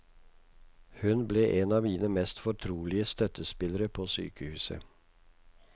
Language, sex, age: Norwegian, male, 56